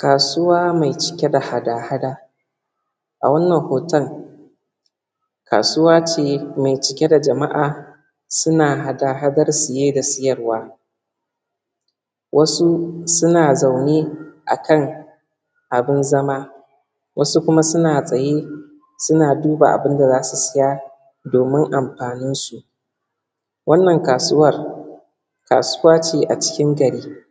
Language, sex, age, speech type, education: Hausa, male, 15-29, spontaneous, primary